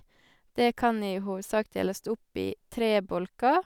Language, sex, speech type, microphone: Norwegian, female, spontaneous, Sennheiser